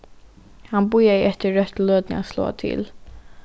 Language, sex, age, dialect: Faroese, female, 15-35, Norðuroyggjar